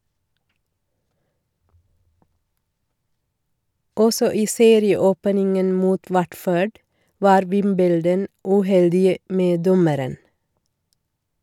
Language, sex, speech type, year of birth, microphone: Norwegian, female, read, 1969, Shure